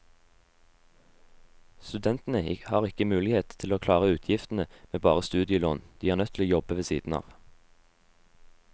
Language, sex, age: Norwegian, male, 18